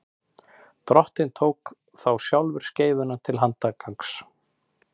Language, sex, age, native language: Icelandic, male, 30-39, Icelandic